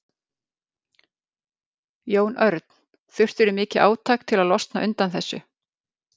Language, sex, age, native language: Icelandic, female, 50-59, Icelandic